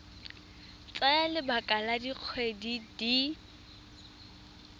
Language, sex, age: Tswana, female, 20